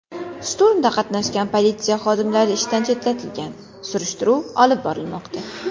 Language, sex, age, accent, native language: Uzbek, female, 19-29, Qashqadaryo, Uzbek